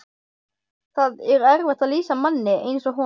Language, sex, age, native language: Icelandic, male, 12, Icelandic